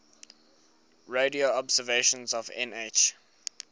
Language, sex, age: English, male, 19